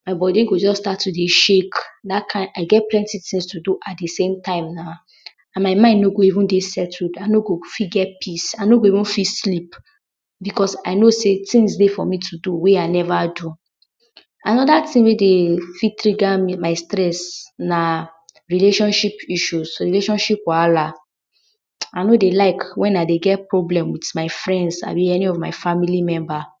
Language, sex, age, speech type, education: Nigerian Pidgin, female, 60+, spontaneous, tertiary